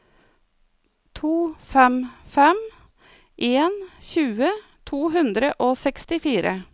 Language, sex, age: Norwegian, female, 49